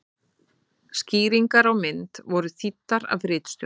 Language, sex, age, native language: Icelandic, female, 30-39, Icelandic